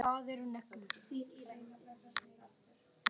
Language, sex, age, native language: Icelandic, female, 10, Icelandic